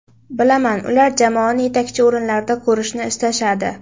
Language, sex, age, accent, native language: Uzbek, female, under 19, Qashqadaryo, Uzbek